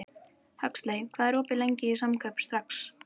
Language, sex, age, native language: Icelandic, female, 13, Icelandic